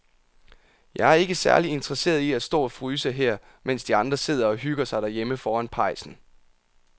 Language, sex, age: Danish, male, 27